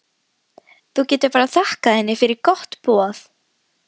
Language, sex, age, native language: Icelandic, female, 12, Icelandic